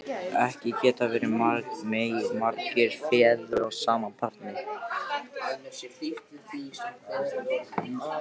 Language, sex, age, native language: Icelandic, male, 13, Icelandic